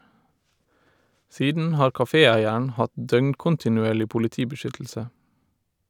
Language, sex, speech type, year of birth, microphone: Norwegian, male, read, 1989, Shure